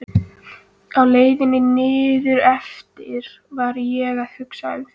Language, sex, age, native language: Icelandic, female, 13, Icelandic